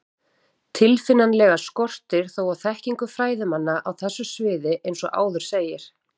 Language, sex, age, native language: Icelandic, female, 40-49, Icelandic